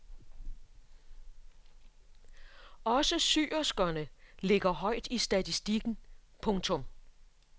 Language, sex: Danish, female